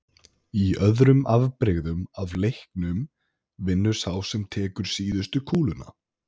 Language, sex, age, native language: Icelandic, male, 20-29, Icelandic